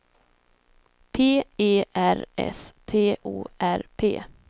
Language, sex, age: Swedish, female, 26